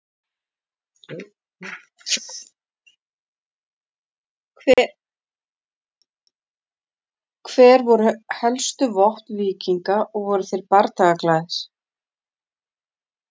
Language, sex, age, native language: Icelandic, female, 40-49, Icelandic